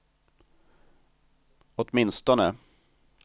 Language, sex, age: Swedish, male, 45